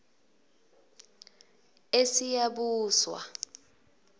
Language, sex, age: South Ndebele, female, 22